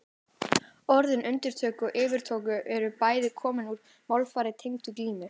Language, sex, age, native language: Icelandic, female, 18-19, Icelandic